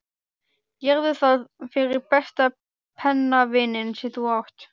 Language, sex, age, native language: Icelandic, female, 12, Icelandic